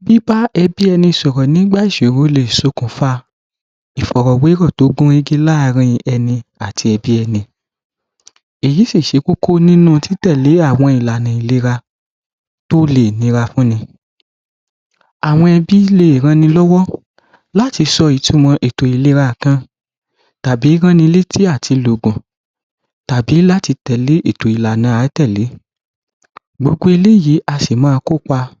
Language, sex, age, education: Yoruba, male, 15-29, tertiary